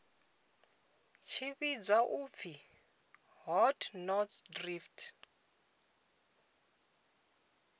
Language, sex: Venda, female